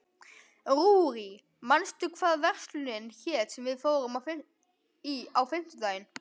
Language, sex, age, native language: Icelandic, male, 12, Icelandic